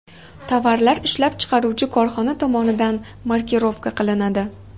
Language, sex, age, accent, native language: Uzbek, female, 18-24, Farg'ona, Uzbek